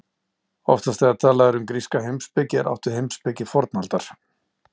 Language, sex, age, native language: Icelandic, male, 60-69, Icelandic